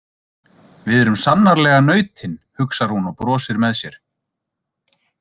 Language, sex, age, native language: Icelandic, male, 30-39, Icelandic